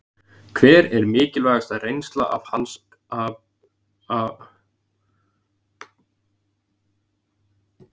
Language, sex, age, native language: Icelandic, male, 20-29, Icelandic